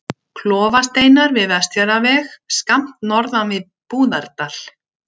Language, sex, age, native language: Icelandic, female, 60-69, Icelandic